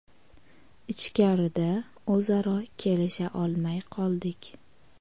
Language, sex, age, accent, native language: Uzbek, female, 19-29, Qashqadaryo, Uzbek